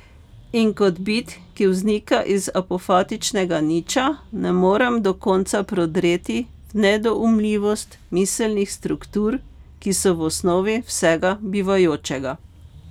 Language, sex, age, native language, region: Slovenian, female, 50-59, Slovenian, Pomurje region